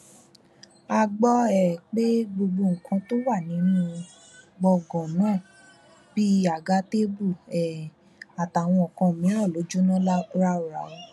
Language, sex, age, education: Yoruba, female, 15-29, tertiary